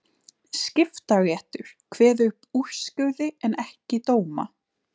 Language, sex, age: Icelandic, female, 20-29